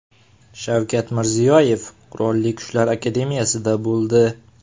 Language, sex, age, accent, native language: Uzbek, male, 18-24, Farg'ona, Uzbek